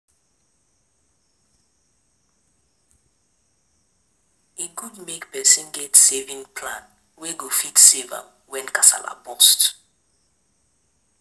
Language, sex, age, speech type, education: Nigerian Pidgin, female, 15-29, spontaneous, tertiary